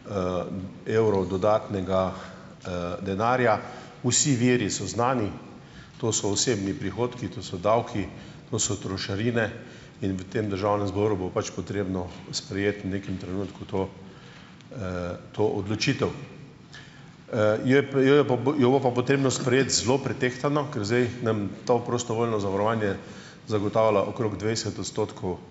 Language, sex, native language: Slovenian, male, Slovenian